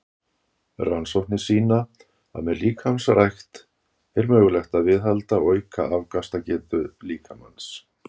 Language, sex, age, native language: Icelandic, male, 60-69, Icelandic